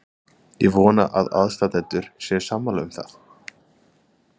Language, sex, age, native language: Icelandic, male, 30-39, Icelandic